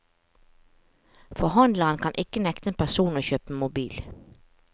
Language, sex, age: Norwegian, female, 45